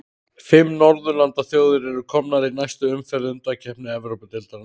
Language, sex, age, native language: Icelandic, male, 30-39, Icelandic